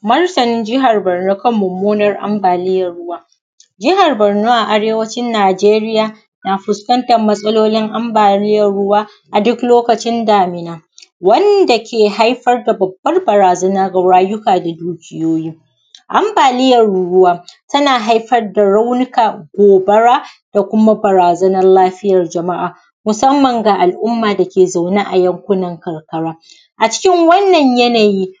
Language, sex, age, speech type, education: Hausa, female, 30-45, spontaneous, primary